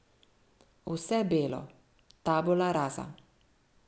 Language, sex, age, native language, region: Slovenian, female, 50-59, Slovenian, Central Slovenia